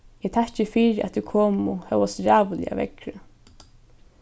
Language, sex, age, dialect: Faroese, female, 15-35, Norðurstreymoy/Eysturoy